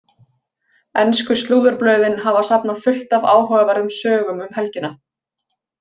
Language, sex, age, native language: Icelandic, female, 20-29, Icelandic